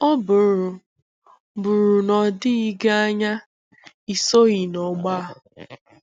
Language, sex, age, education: Igbo, female, 15-29, tertiary